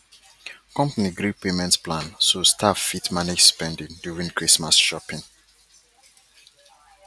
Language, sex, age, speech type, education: Nigerian Pidgin, male, 30-45, spontaneous, tertiary